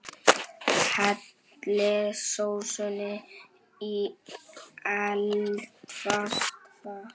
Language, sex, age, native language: Icelandic, male, 9, Icelandic